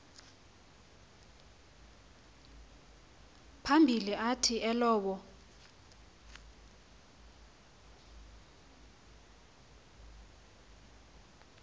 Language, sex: Xhosa, female